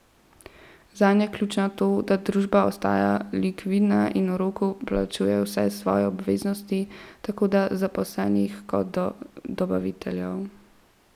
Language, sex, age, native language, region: Slovenian, female, 12-17, Slovenian, Central Slovenia